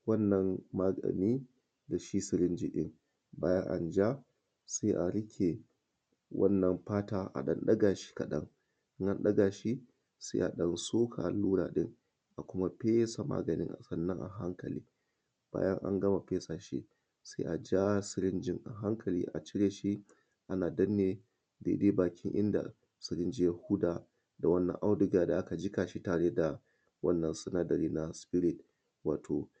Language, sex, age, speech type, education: Hausa, male, 30-45, spontaneous, tertiary